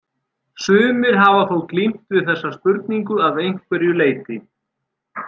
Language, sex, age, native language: Icelandic, male, 40-49, Icelandic